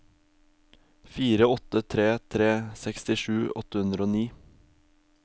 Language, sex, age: Norwegian, male, 22